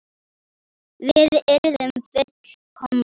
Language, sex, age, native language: Icelandic, female, 10, Icelandic